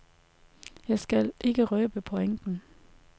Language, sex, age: Danish, female, 33